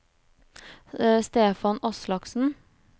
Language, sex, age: Norwegian, female, 29